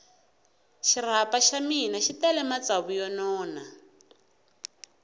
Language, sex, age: Tsonga, female, 20